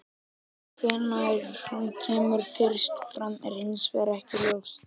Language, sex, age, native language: Icelandic, female, 50-59, Icelandic